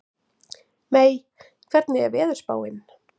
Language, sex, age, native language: Icelandic, female, 40-49, Icelandic